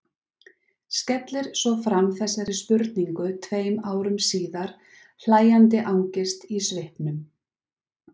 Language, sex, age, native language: Icelandic, female, 40-49, Icelandic